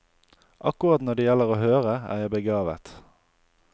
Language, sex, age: Norwegian, male, 28